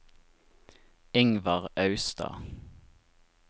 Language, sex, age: Norwegian, male, 25